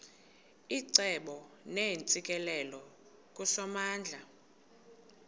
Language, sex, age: Xhosa, female, 22